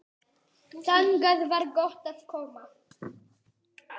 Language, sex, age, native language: Icelandic, male, 8, Icelandic